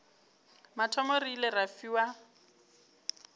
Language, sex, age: Northern Sotho, female, 29